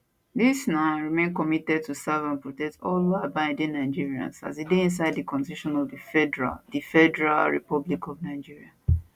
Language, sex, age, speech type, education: Nigerian Pidgin, female, 15-29, spontaneous, tertiary